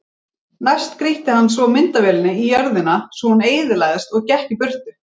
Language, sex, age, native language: Icelandic, female, 30-39, Icelandic